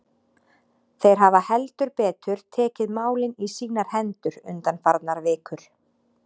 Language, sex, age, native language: Icelandic, female, 30-39, Icelandic